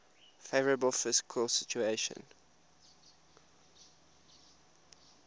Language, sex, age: English, male, 21